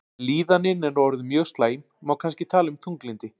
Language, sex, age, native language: Icelandic, male, 40-49, Icelandic